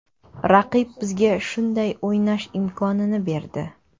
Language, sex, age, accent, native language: Uzbek, female, 25-34, Navoiy, Kazakh